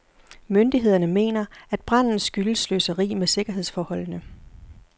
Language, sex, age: Danish, female, 40